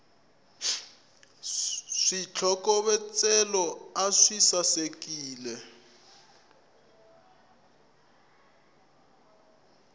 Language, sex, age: Tsonga, male, 21